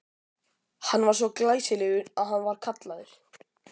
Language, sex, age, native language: Icelandic, male, 12, Icelandic